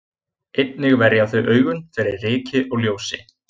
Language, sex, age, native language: Icelandic, male, 20-29, Icelandic